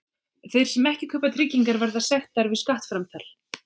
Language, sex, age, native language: Icelandic, female, 40-49, Icelandic